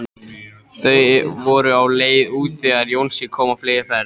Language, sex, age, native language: Icelandic, male, 13, Icelandic